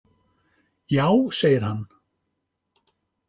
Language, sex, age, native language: Icelandic, male, 50-59, Icelandic